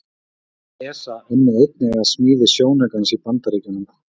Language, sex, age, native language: Icelandic, male, 40-49, Icelandic